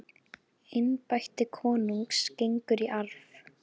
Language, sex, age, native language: Icelandic, female, 10, Icelandic